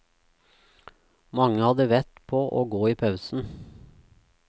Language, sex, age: Norwegian, male, 36